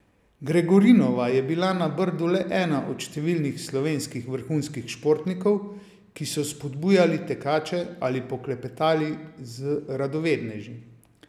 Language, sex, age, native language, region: Slovenian, male, 50-59, Slovenian, Savinja region